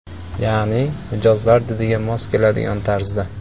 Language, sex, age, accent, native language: Uzbek, male, 25-34, Andijon, Uzbek